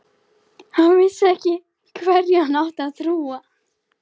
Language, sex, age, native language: Icelandic, female, 13, Icelandic